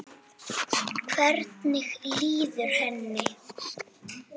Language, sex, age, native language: Icelandic, female, 7, Icelandic